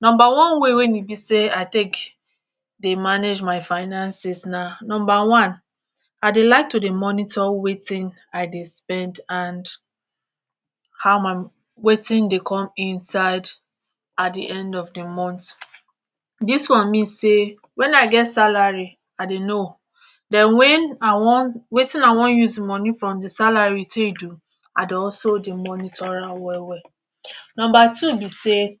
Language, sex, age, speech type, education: Nigerian Pidgin, male, 60+, spontaneous, tertiary